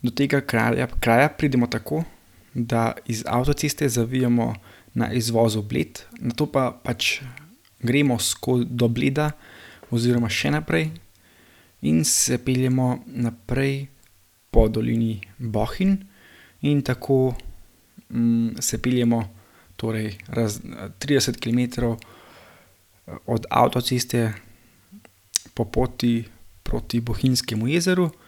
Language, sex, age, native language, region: Slovenian, male, 18-29, Slovenian, Gorenjska region